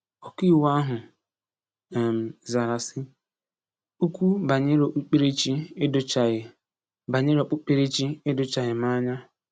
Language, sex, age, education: Igbo, male, 15-29, tertiary